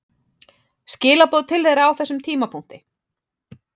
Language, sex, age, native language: Icelandic, female, 30-39, Icelandic